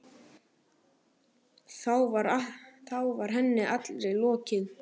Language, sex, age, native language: Icelandic, male, 8, Icelandic